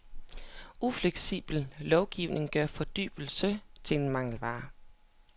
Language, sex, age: Danish, female, 27